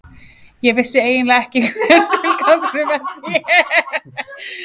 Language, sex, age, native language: Icelandic, male, 20-29, Icelandic